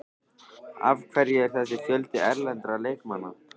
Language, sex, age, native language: Icelandic, male, 13, Icelandic